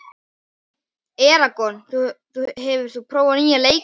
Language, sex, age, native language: Icelandic, male, 11, Icelandic